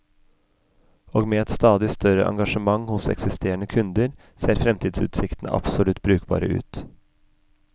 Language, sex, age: Norwegian, male, 33